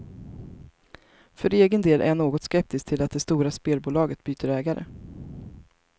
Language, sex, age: Swedish, female, 33